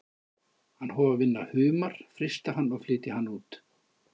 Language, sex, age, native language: Icelandic, male, 50-59, Icelandic